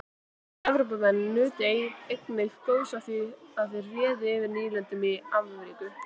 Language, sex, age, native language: Icelandic, female, 18-19, Icelandic